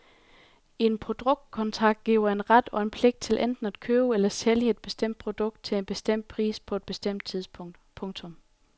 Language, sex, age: Danish, female, 28